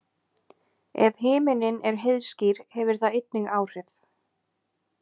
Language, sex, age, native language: Icelandic, female, 20-29, Icelandic